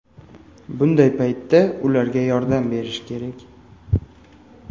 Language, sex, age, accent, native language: Uzbek, male, 18-24, Farg'ona, Uzbek